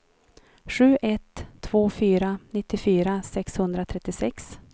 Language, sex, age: Swedish, female, 43